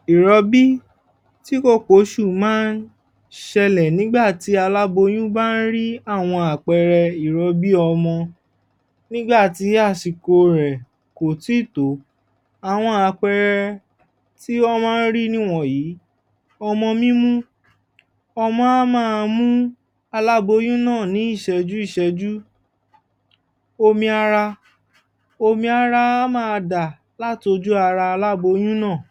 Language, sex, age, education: Yoruba, male, 15-29, tertiary